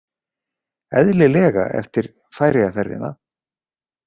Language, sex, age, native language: Icelandic, male, 40-49, Icelandic